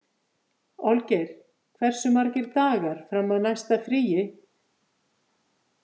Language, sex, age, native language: Icelandic, female, 50-59, Icelandic